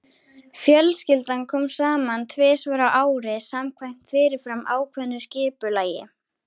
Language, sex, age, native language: Icelandic, female, 13, Icelandic